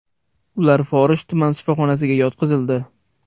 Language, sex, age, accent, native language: Uzbek, male, 18-24, Toshkent viloyati, Uzbek